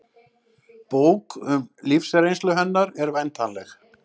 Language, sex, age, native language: Icelandic, male, 60-69, Icelandic